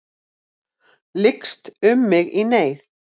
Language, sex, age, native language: Icelandic, female, 40-49, Icelandic